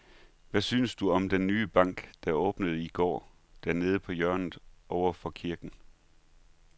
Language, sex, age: Danish, male, 39